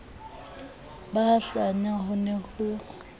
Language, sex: Southern Sotho, female